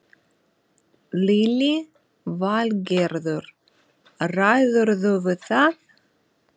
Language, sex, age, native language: Icelandic, female, 40-49, Russian